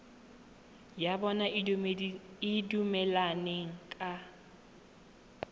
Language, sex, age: Tswana, female, 18